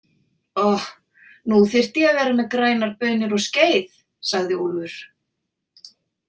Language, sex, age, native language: Icelandic, female, 40-49, Icelandic